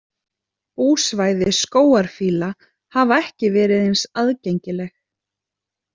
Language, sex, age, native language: Icelandic, female, 30-39, Icelandic